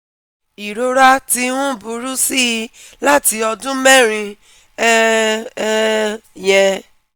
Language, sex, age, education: Yoruba, female, 30-45, tertiary